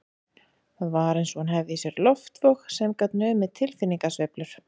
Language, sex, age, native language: Icelandic, female, 40-49, Icelandic